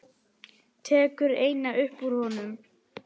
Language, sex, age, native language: Icelandic, male, 10, Icelandic